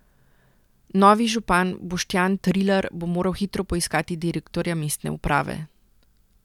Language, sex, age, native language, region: Slovenian, female, 30-49, Slovenian, Central Slovenia